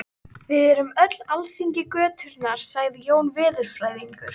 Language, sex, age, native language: Icelandic, female, 13, Icelandic